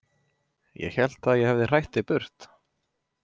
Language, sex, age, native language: Icelandic, male, 20-29, Icelandic